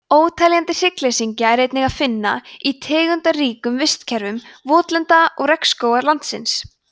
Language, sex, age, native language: Icelandic, female, 20-29, Icelandic